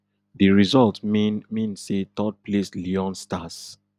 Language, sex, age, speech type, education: Nigerian Pidgin, male, 30-45, spontaneous, tertiary